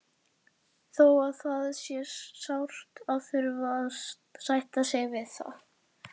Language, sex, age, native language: Icelandic, female, 40-49, Icelandic